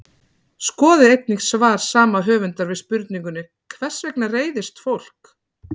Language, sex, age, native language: Icelandic, female, 40-49, Icelandic